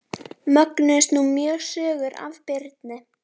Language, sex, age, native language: Icelandic, female, 12, Icelandic